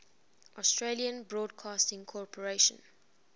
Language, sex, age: English, female, 20